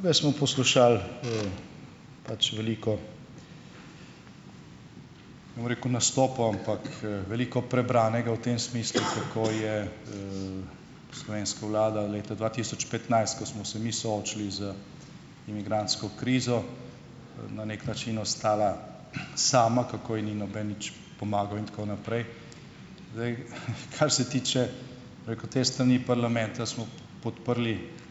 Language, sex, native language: Slovenian, male, Slovenian